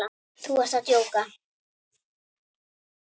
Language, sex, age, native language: Icelandic, female, 10, Icelandic